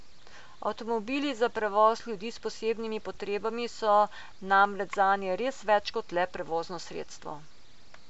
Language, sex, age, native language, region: Slovenian, female, 50-59, Slovenian, Coastal Karst region